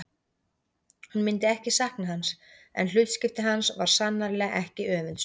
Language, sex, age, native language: Icelandic, female, 30-39, Icelandic